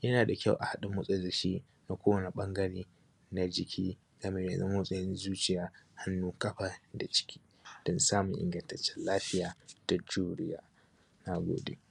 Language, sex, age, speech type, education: Hausa, male, 15-29, spontaneous, primary